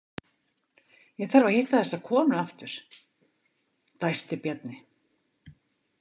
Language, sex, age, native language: Icelandic, female, 50-59, Icelandic